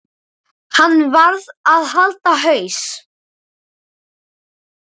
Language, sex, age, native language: Icelandic, male, 9, Icelandic